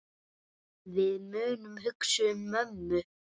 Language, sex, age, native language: Icelandic, male, 9, Icelandic